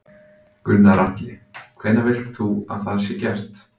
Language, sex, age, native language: Icelandic, male, 20-29, Icelandic